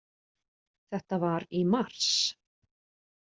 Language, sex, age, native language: Icelandic, female, 40-49, Icelandic